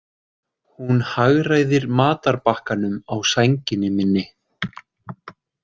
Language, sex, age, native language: Icelandic, male, 20-29, Icelandic